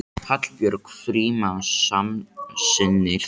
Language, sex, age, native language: Icelandic, male, 18-19, Icelandic